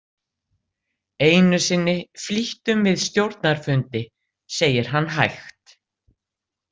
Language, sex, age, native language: Icelandic, female, 60-69, Icelandic